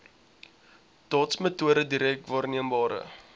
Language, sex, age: Afrikaans, male, 20